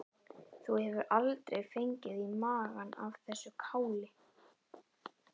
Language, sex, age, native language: Icelandic, male, 11, Icelandic